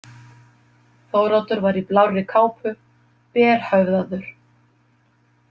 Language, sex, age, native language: Icelandic, female, 50-59, Icelandic